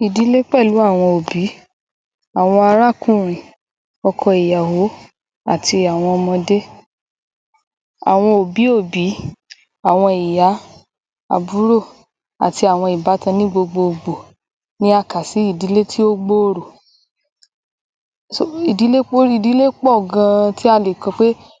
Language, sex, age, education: Yoruba, male, 15-29, tertiary